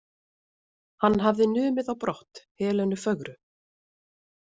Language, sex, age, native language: Icelandic, female, 30-39, Icelandic